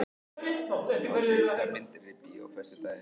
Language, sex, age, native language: Icelandic, male, 18-19, Icelandic